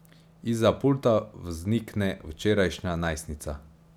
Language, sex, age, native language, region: Slovenian, male, 18-29, Slovenian, Savinja region